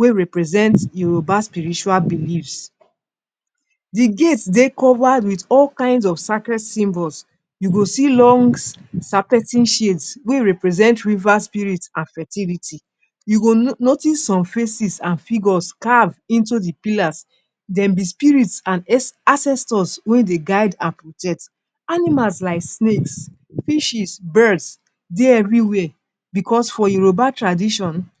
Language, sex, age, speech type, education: Nigerian Pidgin, female, 46-60, spontaneous, tertiary